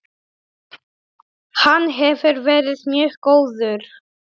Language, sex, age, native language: Icelandic, male, 8, Polish